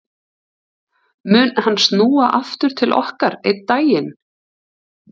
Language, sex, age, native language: Icelandic, female, 30-39, Icelandic